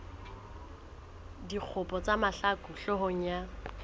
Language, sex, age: Southern Sotho, female, 20